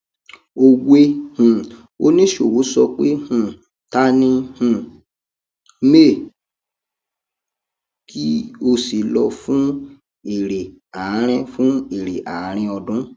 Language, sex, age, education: Yoruba, male, 30-45, tertiary